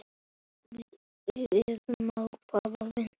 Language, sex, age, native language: Icelandic, male, 7, Icelandic